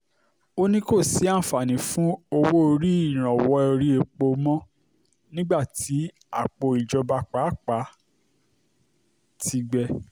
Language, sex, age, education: Yoruba, male, 30-45, tertiary